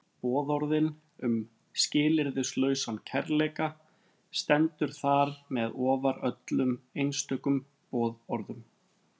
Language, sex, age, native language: Icelandic, male, 30-39, Icelandic